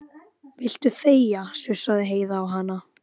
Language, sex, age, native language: Icelandic, female, 12, Icelandic